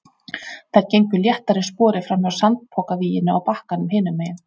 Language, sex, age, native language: Icelandic, female, 40-49, Icelandic